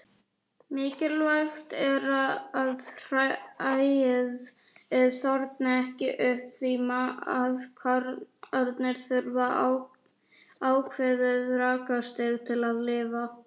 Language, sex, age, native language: Icelandic, female, 40-49, Icelandic